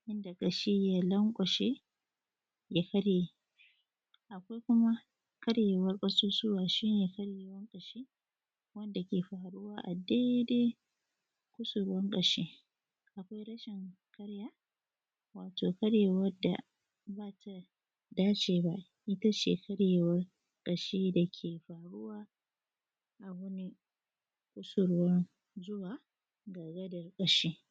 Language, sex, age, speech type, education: Hausa, female, 30-45, spontaneous, tertiary